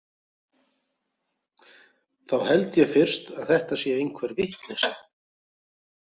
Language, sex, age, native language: Icelandic, male, 40-49, Icelandic